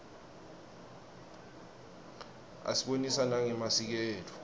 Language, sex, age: Swati, male, 20